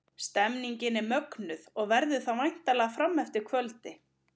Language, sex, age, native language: Icelandic, female, 30-39, Icelandic